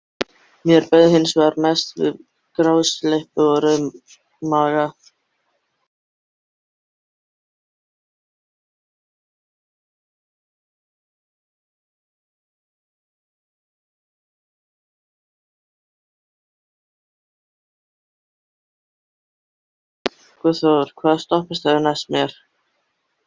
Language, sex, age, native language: Icelandic, male, 13, Icelandic